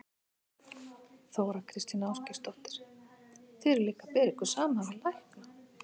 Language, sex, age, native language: Icelandic, female, 50-59, Icelandic